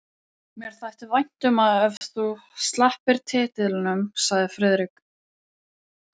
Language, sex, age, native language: Icelandic, male, 12, Icelandic